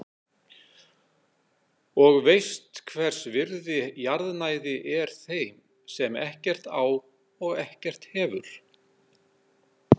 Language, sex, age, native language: Icelandic, male, 60-69, Icelandic